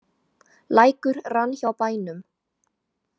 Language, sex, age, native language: Icelandic, female, 18-19, Chinese